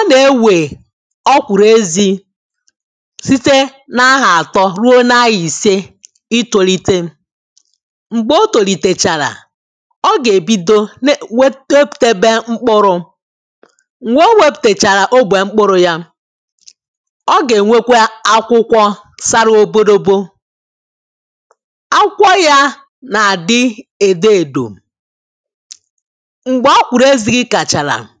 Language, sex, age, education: Igbo, female, 15-29, tertiary